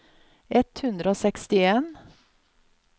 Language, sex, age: Norwegian, female, 50